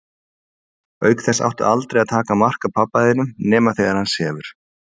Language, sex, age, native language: Icelandic, male, 40-49, Icelandic